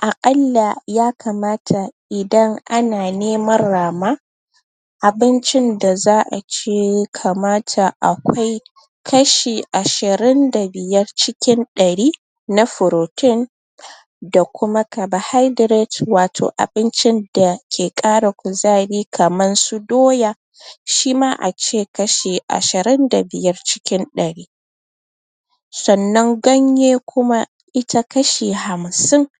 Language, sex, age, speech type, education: Hausa, female, 30-45, spontaneous, tertiary